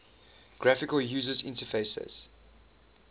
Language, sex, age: English, male, 19